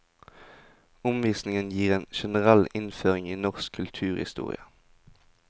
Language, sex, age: Norwegian, male, 20